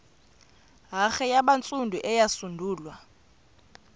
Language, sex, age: Xhosa, female, 28